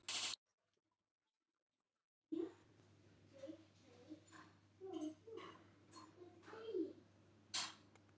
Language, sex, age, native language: Icelandic, female, 30-39, Icelandic